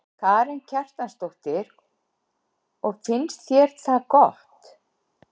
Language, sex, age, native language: Icelandic, female, 60-69, Icelandic